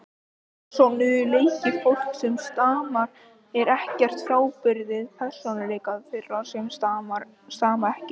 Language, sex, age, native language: Icelandic, male, 18-19, Icelandic